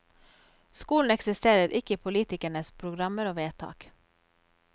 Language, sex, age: Norwegian, female, 34